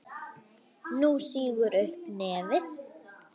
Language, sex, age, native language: Icelandic, female, 9, Icelandic